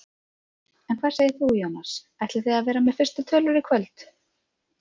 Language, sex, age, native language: Icelandic, female, 30-39, Icelandic